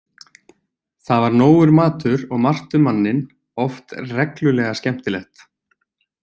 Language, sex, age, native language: Icelandic, male, 20-29, Icelandic